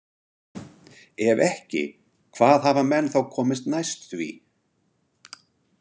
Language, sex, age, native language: Icelandic, male, 60-69, Icelandic